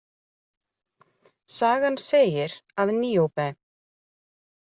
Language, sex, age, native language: Icelandic, female, 40-49, Icelandic